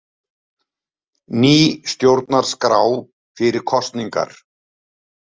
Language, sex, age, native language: Icelandic, male, 70-79, Icelandic